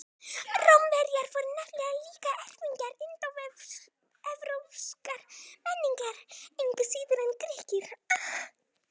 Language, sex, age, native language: Icelandic, male, 18-19, Icelandic